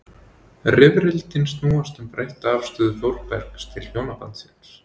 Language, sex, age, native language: Icelandic, male, 20-29, Icelandic